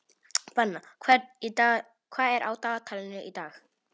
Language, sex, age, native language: Icelandic, male, 18-19, Polish